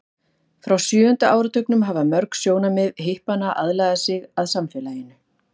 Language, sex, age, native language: Icelandic, female, 50-59, Icelandic